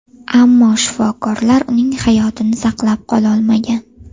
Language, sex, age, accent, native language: Uzbek, female, 18-24, Farg'ona, Uzbek